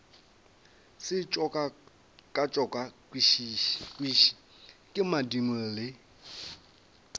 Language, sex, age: Northern Sotho, male, 22